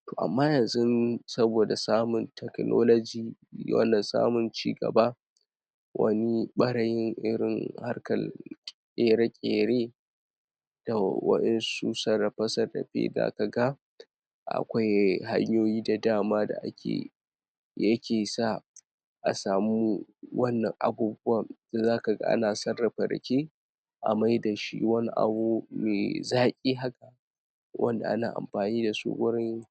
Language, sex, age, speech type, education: Hausa, male, 46-60, spontaneous, tertiary